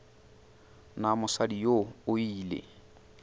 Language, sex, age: Northern Sotho, male, 29